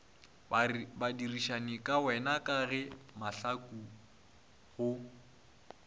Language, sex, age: Northern Sotho, male, 20